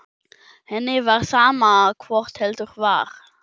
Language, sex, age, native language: Icelandic, male, 12, German